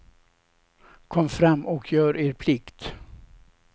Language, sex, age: Swedish, male, 67